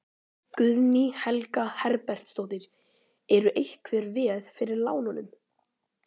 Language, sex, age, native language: Icelandic, male, 12, Icelandic